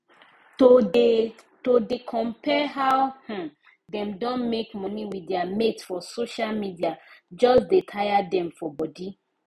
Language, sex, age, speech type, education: Nigerian Pidgin, female, 15-29, spontaneous, tertiary